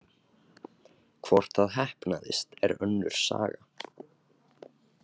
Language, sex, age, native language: Icelandic, male, 18-19, Icelandic